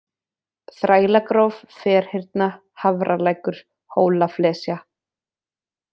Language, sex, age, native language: Icelandic, female, 20-29, Icelandic